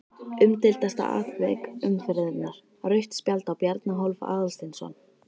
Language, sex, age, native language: Icelandic, female, 13, Icelandic